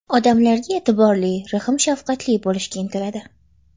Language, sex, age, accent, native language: Uzbek, female, 18-24, Toshkent shahri, Uzbek